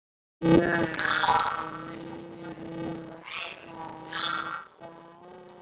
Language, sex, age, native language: Icelandic, male, 8, Icelandic